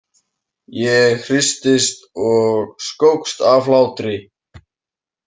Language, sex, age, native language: Icelandic, male, 18-19, Icelandic